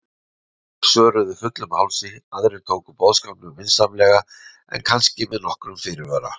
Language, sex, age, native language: Icelandic, male, 60-69, Icelandic